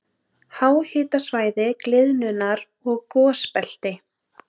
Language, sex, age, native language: Icelandic, female, 30-39, Icelandic